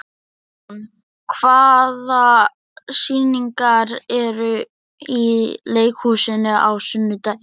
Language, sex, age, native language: Icelandic, male, 11, Icelandic